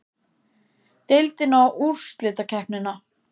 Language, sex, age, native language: Icelandic, female, 14, Icelandic